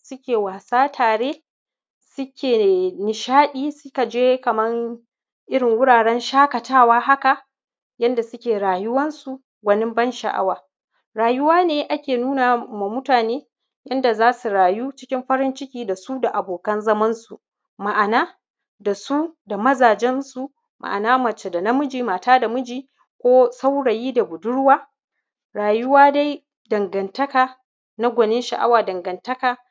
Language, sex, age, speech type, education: Hausa, female, 30-45, spontaneous, primary